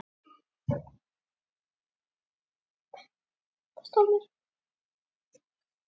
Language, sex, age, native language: Icelandic, female, 9, Icelandic